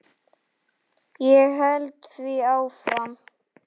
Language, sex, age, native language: Icelandic, male, 8, Icelandic